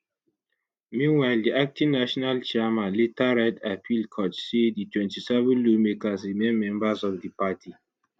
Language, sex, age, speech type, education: Nigerian Pidgin, male, 15-29, spontaneous, tertiary